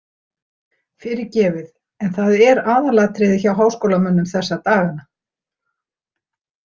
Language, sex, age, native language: Icelandic, female, 60-69, Icelandic